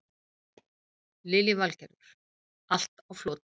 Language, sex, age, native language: Icelandic, female, 50-59, Icelandic